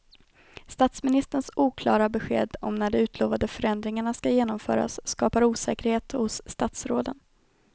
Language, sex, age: Swedish, female, 21